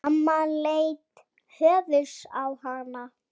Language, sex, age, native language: Icelandic, female, 6, Icelandic